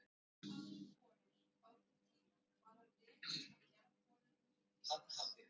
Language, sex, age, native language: Icelandic, female, 30-39, Icelandic